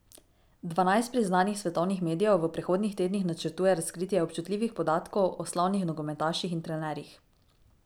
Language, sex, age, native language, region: Slovenian, female, 18-29, Slovenian, Drava region